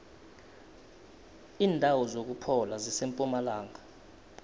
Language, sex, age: South Ndebele, male, 19